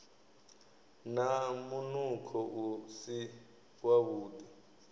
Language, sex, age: Venda, male, 23